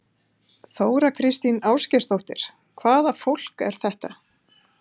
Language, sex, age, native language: Icelandic, female, 50-59, Icelandic